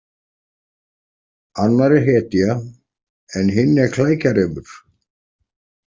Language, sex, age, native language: Icelandic, male, 40-49, Icelandic